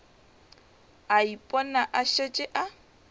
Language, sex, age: Northern Sotho, female, 21